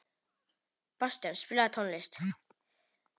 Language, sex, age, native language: Icelandic, male, 18-19, Polish